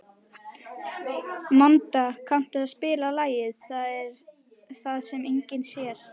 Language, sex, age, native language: Icelandic, female, 12, Icelandic